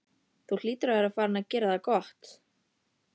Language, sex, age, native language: Icelandic, female, 13, Icelandic